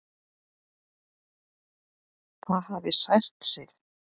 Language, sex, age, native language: Icelandic, female, 50-59, Icelandic